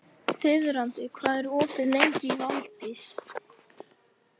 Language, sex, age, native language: Icelandic, female, 11, Icelandic